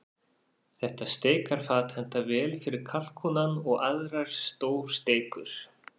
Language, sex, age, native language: Icelandic, male, 40-49, Faroese